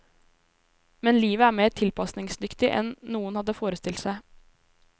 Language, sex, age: Norwegian, female, 23